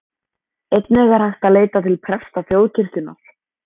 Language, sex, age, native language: Icelandic, male, 14, Icelandic